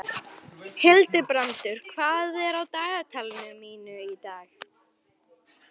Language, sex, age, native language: Icelandic, female, 11, Icelandic